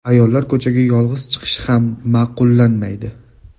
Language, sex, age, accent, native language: Uzbek, male, 18-24, Farg'ona, Uzbek